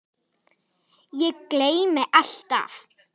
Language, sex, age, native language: Icelandic, female, 10, Icelandic